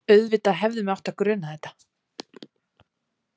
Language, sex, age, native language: Icelandic, female, 20-29, Icelandic